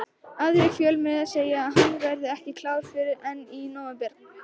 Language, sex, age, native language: Icelandic, female, 18-19, Icelandic